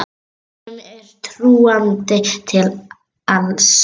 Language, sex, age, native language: Icelandic, female, 8, Icelandic